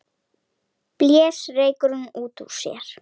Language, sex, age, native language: Icelandic, female, 10, Icelandic